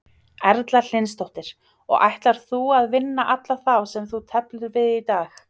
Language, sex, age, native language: Icelandic, female, 30-39, Icelandic